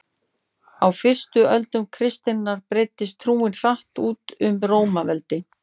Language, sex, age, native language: Icelandic, female, 40-49, Icelandic